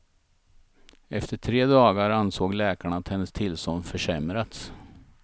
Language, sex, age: Swedish, male, 51